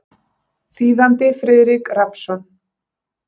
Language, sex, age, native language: Icelandic, female, 30-39, Icelandic